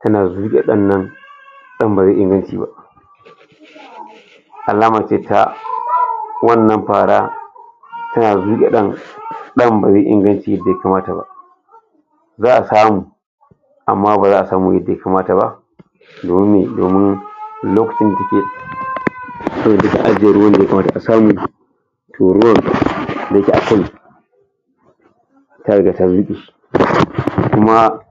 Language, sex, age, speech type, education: Hausa, male, 60+, spontaneous, tertiary